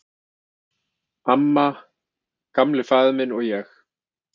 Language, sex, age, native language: Icelandic, male, 50-59, Icelandic